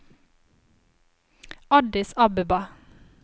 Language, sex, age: Norwegian, female, 25